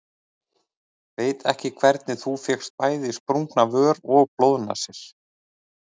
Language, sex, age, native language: Icelandic, male, 30-39, Icelandic